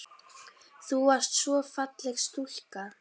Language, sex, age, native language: Icelandic, female, 10, Icelandic